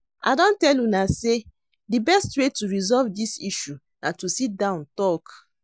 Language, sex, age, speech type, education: Nigerian Pidgin, female, 30-45, read, secondary